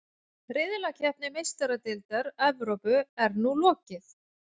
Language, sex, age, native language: Icelandic, female, 40-49, Icelandic